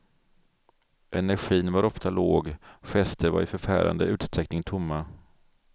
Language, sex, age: Swedish, male, 42